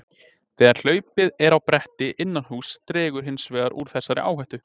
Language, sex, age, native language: Icelandic, male, 20-29, Icelandic